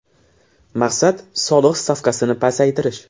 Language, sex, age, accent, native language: Uzbek, male, 12-17, Samarqand, Uzbek